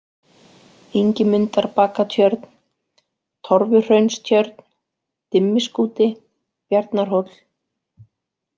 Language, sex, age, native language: Icelandic, female, 40-49, Icelandic